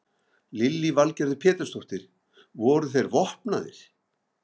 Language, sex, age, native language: Icelandic, male, 50-59, Icelandic